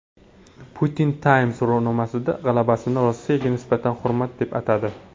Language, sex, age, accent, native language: Uzbek, male, 18-24, Jizzax, Uzbek